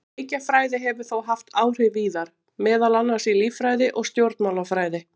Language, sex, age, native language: Icelandic, female, 40-49, Icelandic